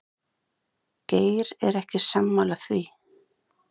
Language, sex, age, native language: Icelandic, other, 30-39, Icelandic